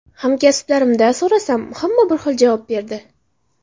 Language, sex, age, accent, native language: Uzbek, female, 18-24, Xorazm, Uzbek